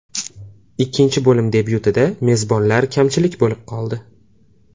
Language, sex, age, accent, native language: Uzbek, male, 18-24, Toshkent viloyati, Uzbek